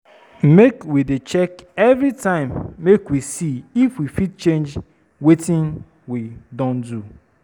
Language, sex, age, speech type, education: Nigerian Pidgin, female, 30-45, spontaneous, tertiary